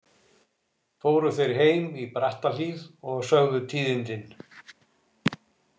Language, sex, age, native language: Icelandic, male, 60-69, Icelandic